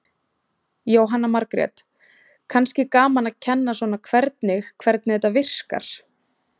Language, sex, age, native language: Icelandic, female, 20-29, Icelandic